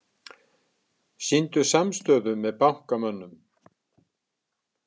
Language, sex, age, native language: Icelandic, male, 60-69, Icelandic